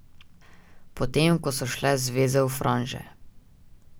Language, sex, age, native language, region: Slovenian, male, 18-29, Slovenian, Drava region